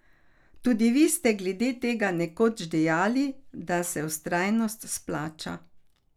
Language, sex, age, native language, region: Slovenian, female, 60+, Slovenian, Carinthia region